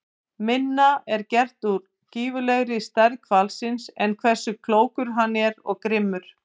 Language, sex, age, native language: Icelandic, female, 50-59, Icelandic